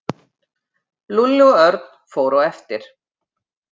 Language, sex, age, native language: Icelandic, female, 50-59, Icelandic